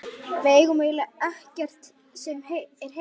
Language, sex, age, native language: Icelandic, male, 11, Icelandic